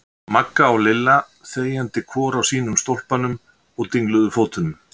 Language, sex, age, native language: Icelandic, male, 60-69, Icelandic